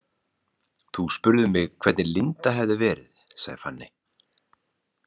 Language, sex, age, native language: Icelandic, male, 30-39, Icelandic